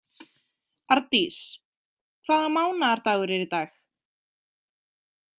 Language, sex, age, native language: Icelandic, female, 20-29, Icelandic